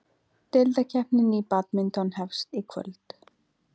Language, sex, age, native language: Icelandic, female, 20-29, Icelandic